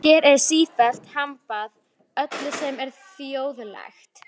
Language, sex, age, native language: Icelandic, female, 11, Icelandic